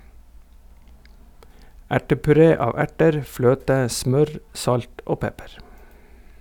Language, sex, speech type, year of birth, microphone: Norwegian, male, read, 1971, Sennheiser